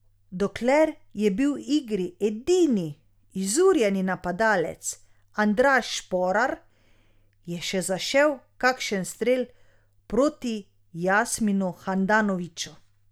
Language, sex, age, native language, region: Slovenian, female, 30-49, Slovenian, Drava region